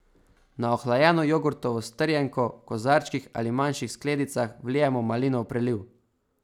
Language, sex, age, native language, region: Slovenian, male, 18-29, Slovenian, Savinja region